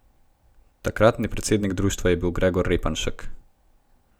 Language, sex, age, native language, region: Slovenian, male, 18-29, Slovenian, Gorenjska region